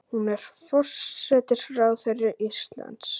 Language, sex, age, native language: Icelandic, female, 9, Icelandic